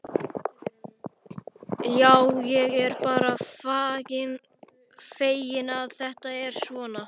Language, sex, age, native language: Icelandic, male, 11, Icelandic